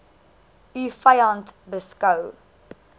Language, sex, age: Afrikaans, female, 19